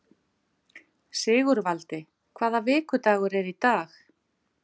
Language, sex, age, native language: Icelandic, female, 50-59, Icelandic